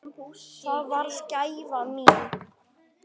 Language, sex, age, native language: Icelandic, male, 9, Icelandic